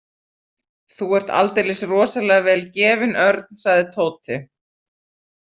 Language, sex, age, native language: Icelandic, female, 40-49, Icelandic